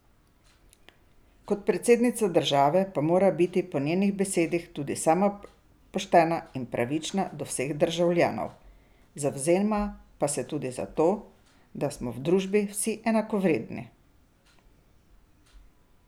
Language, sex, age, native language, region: Slovenian, female, 60+, Slovenian, Drava region